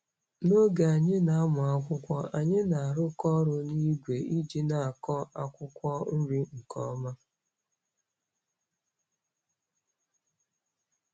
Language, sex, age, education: Igbo, female, 30-45, tertiary